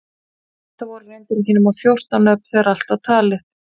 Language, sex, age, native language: Icelandic, female, 40-49, Icelandic